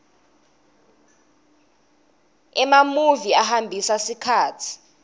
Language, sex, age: Swati, female, 19